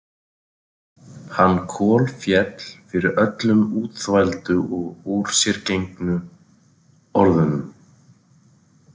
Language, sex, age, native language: Icelandic, male, 40-49, Icelandic